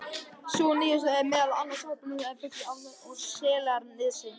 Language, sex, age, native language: Icelandic, female, 50-59, Icelandic